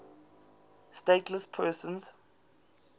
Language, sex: English, male